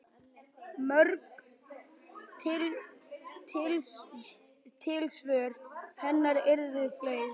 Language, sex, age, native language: Icelandic, male, 10, Icelandic